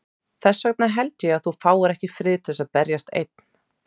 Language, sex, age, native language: Icelandic, female, 30-39, Icelandic